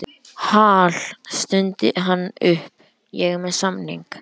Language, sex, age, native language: Icelandic, male, 11, Icelandic